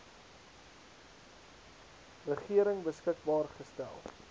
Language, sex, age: Afrikaans, male, 19